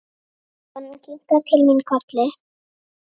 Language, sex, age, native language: Icelandic, female, 8, Icelandic